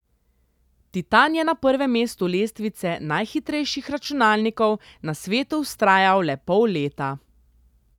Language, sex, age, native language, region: Slovenian, female, 30-49, Slovenian, Central Slovenia